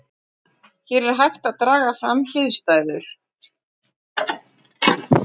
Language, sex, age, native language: Icelandic, female, 40-49, Icelandic